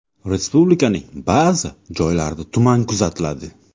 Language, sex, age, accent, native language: Uzbek, male, 18-24, Sirdaryo, Uzbek